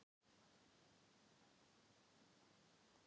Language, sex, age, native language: Icelandic, female, 18-19, Thai